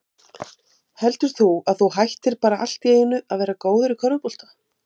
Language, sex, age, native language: Icelandic, female, 50-59, Icelandic